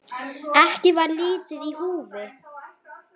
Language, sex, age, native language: Icelandic, female, 9, Icelandic